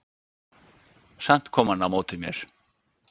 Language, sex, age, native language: Icelandic, male, 60-69, Icelandic